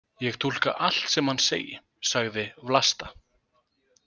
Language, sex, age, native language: Icelandic, male, 20-29, Icelandic